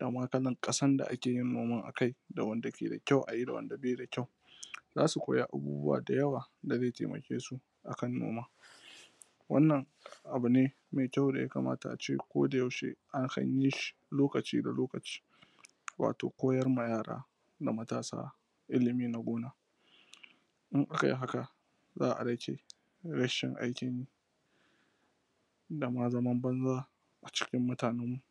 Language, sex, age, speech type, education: Hausa, male, 15-29, spontaneous, tertiary